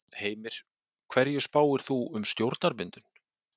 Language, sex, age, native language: Icelandic, male, 40-49, Icelandic